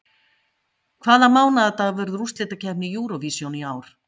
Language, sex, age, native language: Icelandic, female, 50-59, Icelandic